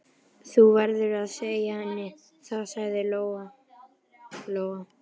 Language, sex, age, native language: Icelandic, male, 11, Icelandic